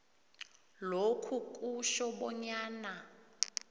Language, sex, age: South Ndebele, female, 21